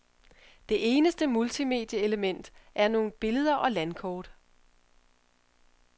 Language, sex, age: Danish, female, 31